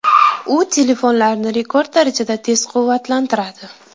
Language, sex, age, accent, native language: Uzbek, female, 18-24, Qashqadaryo, Uzbek